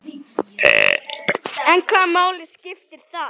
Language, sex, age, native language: Icelandic, male, 10, Icelandic